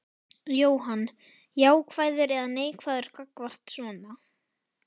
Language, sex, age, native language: Icelandic, female, 11, Icelandic